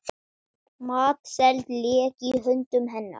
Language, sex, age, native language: Icelandic, male, 9, Icelandic